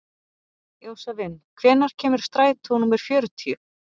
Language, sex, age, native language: Icelandic, female, 40-49, Icelandic